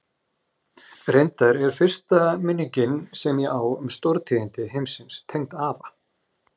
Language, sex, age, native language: Icelandic, male, 40-49, Icelandic